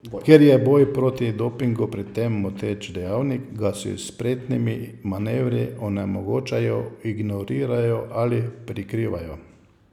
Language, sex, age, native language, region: Slovenian, male, 50-59, Slovenian, Savinja region